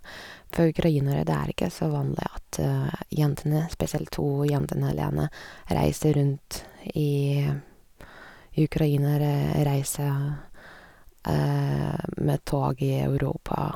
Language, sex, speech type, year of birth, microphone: Norwegian, female, spontaneous, 1986, Sennheiser